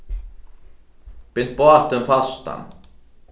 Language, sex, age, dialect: Faroese, male, 15-35, Norðurstreymoy/Eysturoy